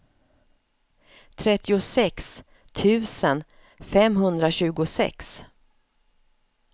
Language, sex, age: Swedish, female, 54